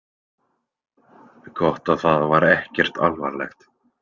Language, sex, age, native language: Icelandic, male, 20-29, Icelandic